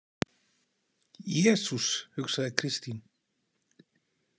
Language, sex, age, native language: Icelandic, male, 40-49, Icelandic